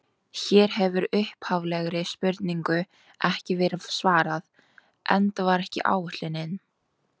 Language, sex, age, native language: Icelandic, female, 18-19, Icelandic